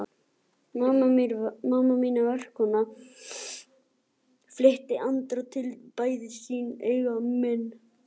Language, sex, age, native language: Icelandic, other, 11, Icelandic